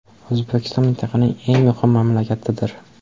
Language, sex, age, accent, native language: Uzbek, male, 18-24, Andijon, Uzbek